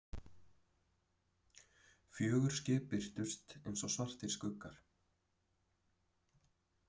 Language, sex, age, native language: Icelandic, male, 30-39, Icelandic